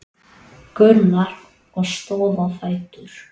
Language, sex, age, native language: Icelandic, male, 8, Icelandic